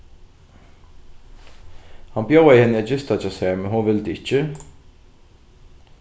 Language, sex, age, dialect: Faroese, male, 15-35, Norðuroyggjar